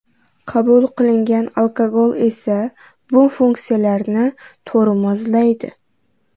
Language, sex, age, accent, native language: Uzbek, female, 12-17, Qoraqalpog'iston, Uzbek